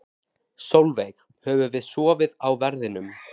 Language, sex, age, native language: Icelandic, male, 18-19, Icelandic